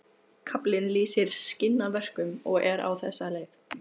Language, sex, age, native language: Icelandic, female, 15, Icelandic